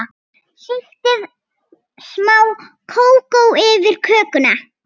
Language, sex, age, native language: Icelandic, female, 6, Icelandic